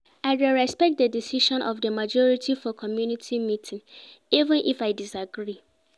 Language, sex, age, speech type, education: Nigerian Pidgin, female, 15-29, read, secondary